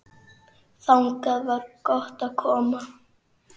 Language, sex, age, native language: Icelandic, male, 9, Icelandic